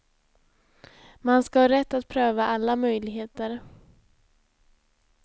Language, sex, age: Swedish, female, 20